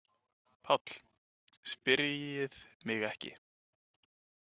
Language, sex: Icelandic, male